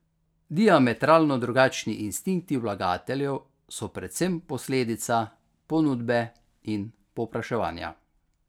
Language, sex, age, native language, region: Slovenian, male, 50-59, Slovenian, Carinthia region